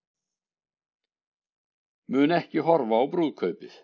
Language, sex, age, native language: Icelandic, male, 60-69, Icelandic